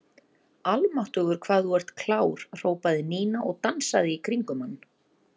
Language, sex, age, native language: Icelandic, female, 30-39, Icelandic